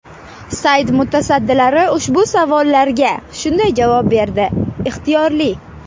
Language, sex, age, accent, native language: Uzbek, female, 18-24, Surxondaryo, Uzbek